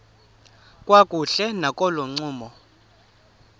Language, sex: Xhosa, male